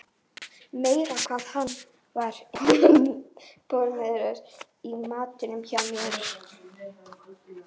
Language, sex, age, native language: Icelandic, female, 11, Icelandic